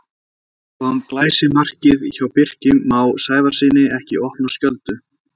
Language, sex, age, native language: Icelandic, male, 20-29, Icelandic